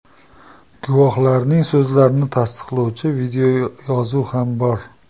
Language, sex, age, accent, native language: Uzbek, male, 35+, Farg'ona, Uzbek